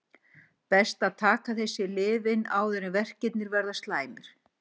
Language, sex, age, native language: Icelandic, female, 60-69, Icelandic